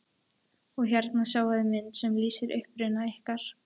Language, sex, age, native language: Icelandic, female, 13, Icelandic